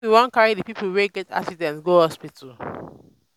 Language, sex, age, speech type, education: Nigerian Pidgin, female, 15-29, spontaneous, tertiary